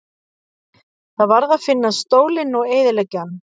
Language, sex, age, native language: Icelandic, female, 50-59, Icelandic